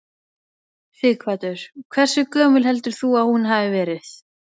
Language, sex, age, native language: Icelandic, female, 20-29, Icelandic